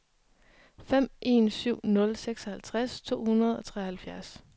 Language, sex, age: Danish, female, 23